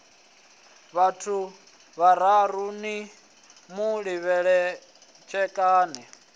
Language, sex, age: Venda, male, 20